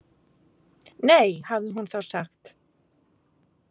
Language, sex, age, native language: Icelandic, female, 40-49, Icelandic